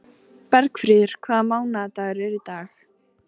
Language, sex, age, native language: Icelandic, female, 18-19, Icelandic